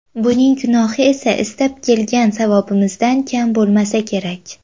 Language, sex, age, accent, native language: Uzbek, female, under 19, Samarqand, Uzbek